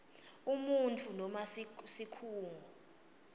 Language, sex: Swati, female